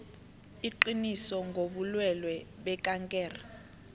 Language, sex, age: South Ndebele, female, 18